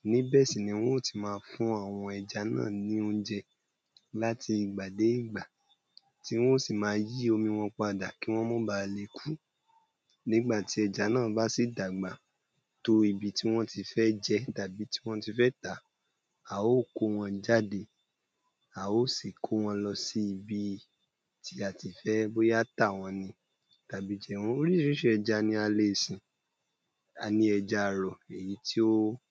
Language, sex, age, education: Yoruba, male, 15-29, tertiary